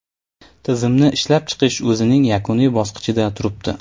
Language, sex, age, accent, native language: Uzbek, male, 18-24, Navoiy, Uzbek